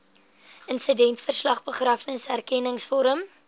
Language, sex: Afrikaans, female